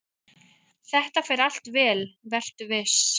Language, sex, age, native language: Icelandic, female, 30-39, Icelandic